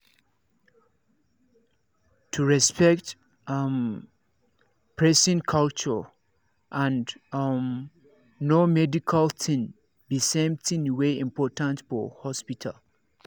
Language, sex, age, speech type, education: Nigerian Pidgin, male, 30-45, spontaneous, tertiary